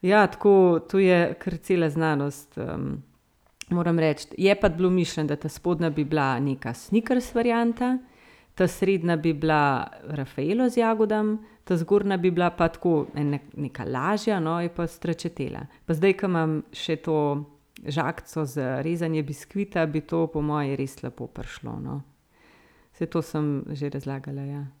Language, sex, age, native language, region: Slovenian, female, 30-49, Slovenian, Central Slovenia